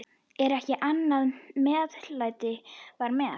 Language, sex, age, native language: Icelandic, female, 10, Icelandic